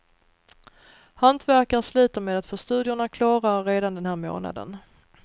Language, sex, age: Swedish, female, 39